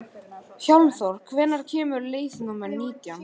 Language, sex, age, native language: Icelandic, male, 11, Icelandic